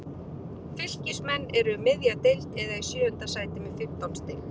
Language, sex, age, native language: Icelandic, male, 40-49, Icelandic